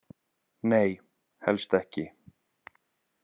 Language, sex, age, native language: Icelandic, male, 30-39, Icelandic